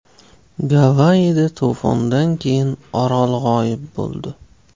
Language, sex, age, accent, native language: Uzbek, male, 25-34, Qashqadaryo, Uzbek